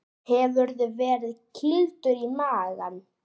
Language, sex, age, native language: Icelandic, female, 8, Icelandic